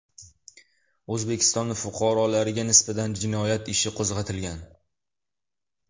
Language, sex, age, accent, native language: Uzbek, male, 18-24, Toshkent shahri, Uzbek